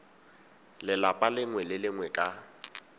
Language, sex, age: Tswana, male, 18